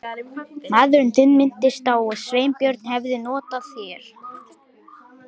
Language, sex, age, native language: Icelandic, female, 18-19, Lithuanian